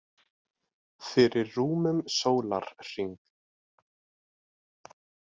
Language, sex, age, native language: Icelandic, male, 20-29, Icelandic